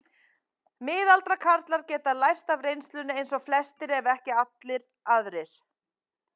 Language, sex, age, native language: Icelandic, female, 30-39, Icelandic